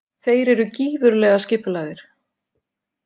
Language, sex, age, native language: Icelandic, female, 50-59, Icelandic